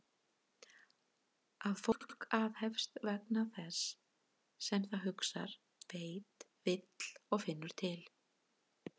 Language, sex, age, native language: Icelandic, female, 50-59, Icelandic